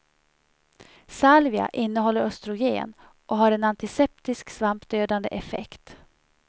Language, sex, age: Swedish, female, 37